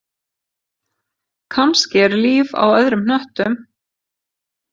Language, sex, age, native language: Icelandic, female, 50-59, Icelandic